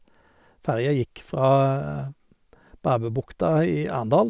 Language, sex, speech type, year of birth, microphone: Norwegian, male, spontaneous, 1951, Sennheiser